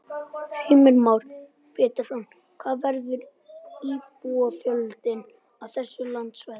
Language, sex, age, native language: Icelandic, male, 11, Icelandic